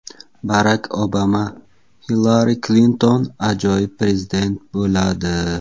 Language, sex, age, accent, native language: Uzbek, male, 19-29, Surxondaryo, Uzbek